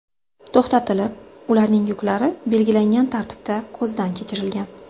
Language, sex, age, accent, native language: Uzbek, female, 25-34, Sirdaryo, Uzbek